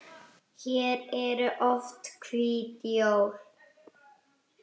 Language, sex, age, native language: Icelandic, female, 8, Icelandic